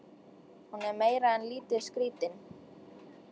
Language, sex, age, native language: Icelandic, female, 13, Icelandic